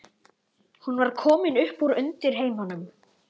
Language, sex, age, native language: Icelandic, male, 11, Icelandic